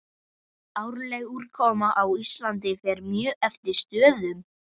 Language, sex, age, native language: Icelandic, female, 30-39, Icelandic